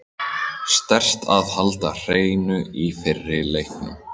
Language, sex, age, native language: Icelandic, male, 18-19, Icelandic